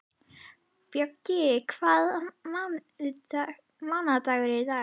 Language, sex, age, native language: Icelandic, female, 11, Icelandic